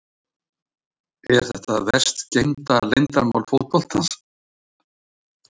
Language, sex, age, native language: Icelandic, male, 60-69, Icelandic